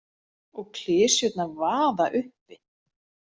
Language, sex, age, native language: Icelandic, female, 40-49, Icelandic